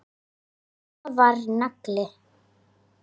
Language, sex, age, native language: Icelandic, female, 10, Icelandic